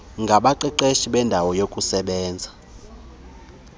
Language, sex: Xhosa, male